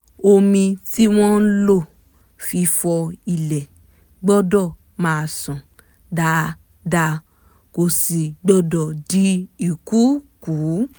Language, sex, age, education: Yoruba, female, 15-29, tertiary